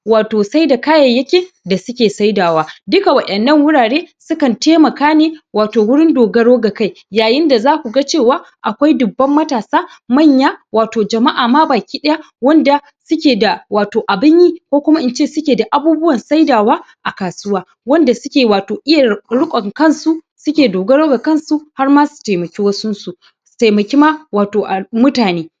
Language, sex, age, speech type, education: Hausa, male, 15-29, spontaneous, secondary